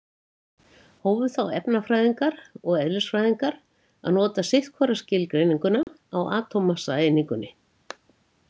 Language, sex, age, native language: Icelandic, female, 70-79, Icelandic